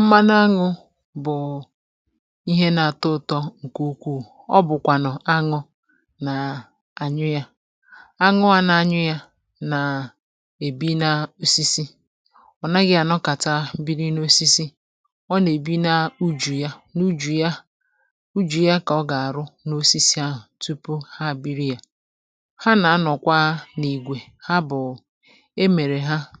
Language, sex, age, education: Igbo, female, 46-60, tertiary